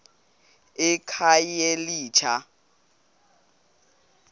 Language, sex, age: Xhosa, male, 18